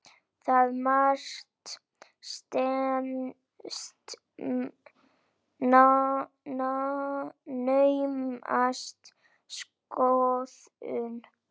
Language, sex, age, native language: Icelandic, female, 9, Icelandic